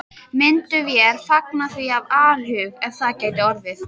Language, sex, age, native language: Icelandic, female, 13, Icelandic